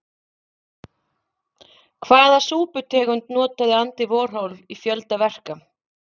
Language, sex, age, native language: Icelandic, female, 40-49, Icelandic